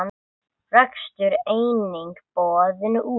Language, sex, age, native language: Icelandic, male, 9, English